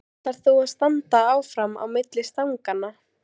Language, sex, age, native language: Icelandic, female, 16, Icelandic